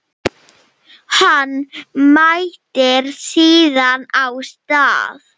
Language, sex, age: Icelandic, female, 7